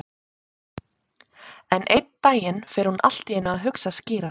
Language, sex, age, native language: Icelandic, female, 30-39, Icelandic